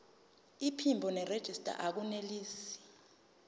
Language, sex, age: Zulu, female, 22